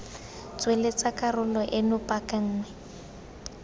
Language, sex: Tswana, female